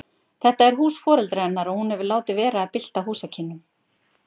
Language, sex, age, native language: Icelandic, female, 50-59, Icelandic